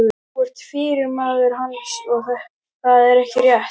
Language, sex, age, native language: Icelandic, male, 12, Icelandic